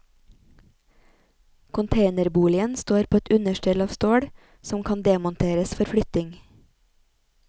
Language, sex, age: Norwegian, female, 28